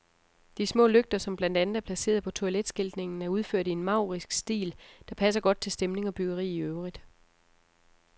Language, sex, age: Danish, female, 34